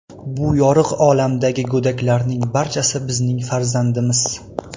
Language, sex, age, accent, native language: Uzbek, male, 19-29, Toshkent viloyati, Uzbek